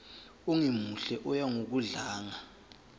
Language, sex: Zulu, male